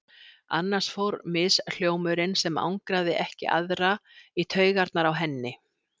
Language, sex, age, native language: Icelandic, female, 60-69, Icelandic